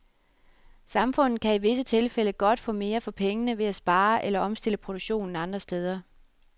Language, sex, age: Danish, female, 33